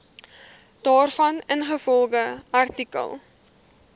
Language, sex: Afrikaans, female